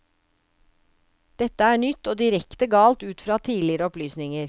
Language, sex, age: Norwegian, female, 56